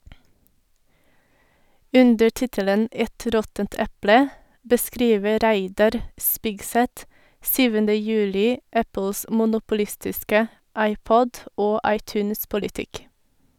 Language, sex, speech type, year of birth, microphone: Norwegian, female, read, 1984, Sennheiser